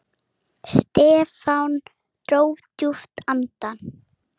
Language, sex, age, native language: Icelandic, female, 7, Icelandic